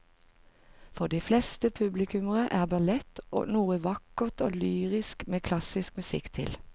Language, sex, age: Norwegian, female, 45